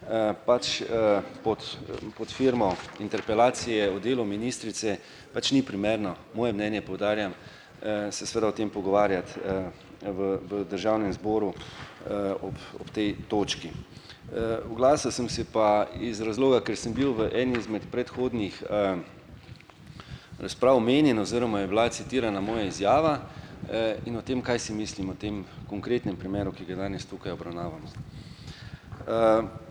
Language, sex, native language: Slovenian, male, Slovenian